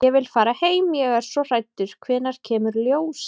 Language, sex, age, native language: Icelandic, female, 30-39, Icelandic